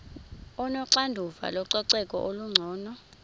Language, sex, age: Xhosa, female, 26